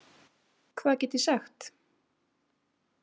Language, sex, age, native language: Icelandic, female, 18-19, Icelandic